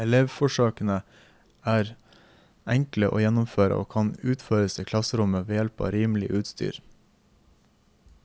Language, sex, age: Norwegian, male, 24